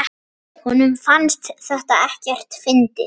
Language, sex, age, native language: Icelandic, male, 10, Icelandic